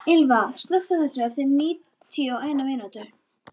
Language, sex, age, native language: Icelandic, female, 13, Icelandic